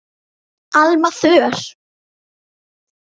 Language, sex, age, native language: Icelandic, female, 10, Icelandic